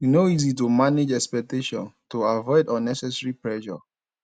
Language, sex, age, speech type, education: Nigerian Pidgin, male, 15-29, spontaneous, tertiary